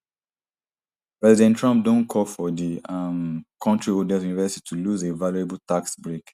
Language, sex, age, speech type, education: Nigerian Pidgin, male, 30-45, spontaneous, tertiary